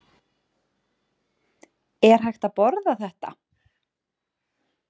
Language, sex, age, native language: Icelandic, female, 30-39, Icelandic